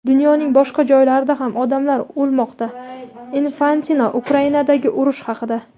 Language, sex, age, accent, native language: Uzbek, female, 18-24, Qashqadaryo, Uzbek